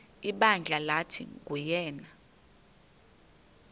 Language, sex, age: Xhosa, female, 21